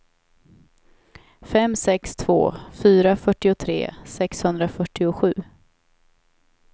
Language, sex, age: Swedish, female, 28